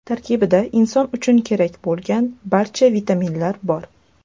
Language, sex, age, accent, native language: Uzbek, female, under 19, Toshkent shahri, Uzbek